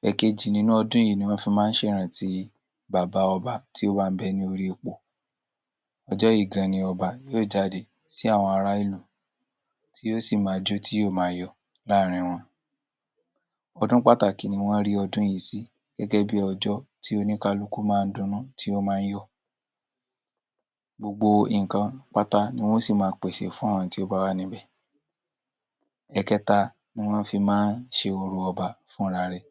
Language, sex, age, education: Yoruba, male, 46-60, tertiary